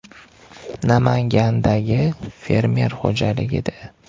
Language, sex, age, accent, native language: Uzbek, male, 18-24, Toshkent viloyati, Uzbek